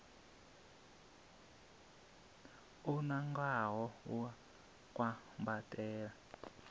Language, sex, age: Venda, male, 27